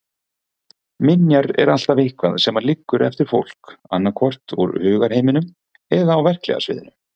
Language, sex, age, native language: Icelandic, male, 40-49, Icelandic